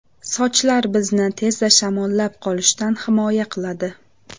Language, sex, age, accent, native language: Uzbek, female, 18-24, Namangan, Uzbek